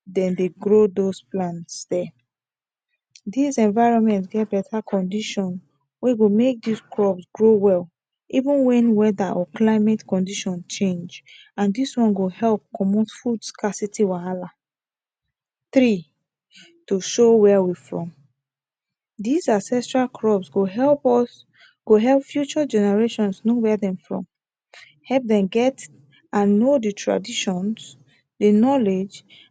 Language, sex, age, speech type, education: Nigerian Pidgin, female, 15-29, spontaneous, tertiary